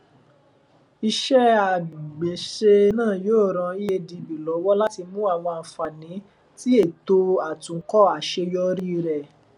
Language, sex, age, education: Yoruba, male, 15-29, tertiary